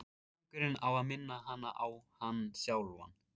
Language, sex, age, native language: Icelandic, male, 14, Icelandic